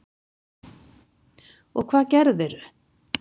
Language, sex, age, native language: Icelandic, female, 50-59, Icelandic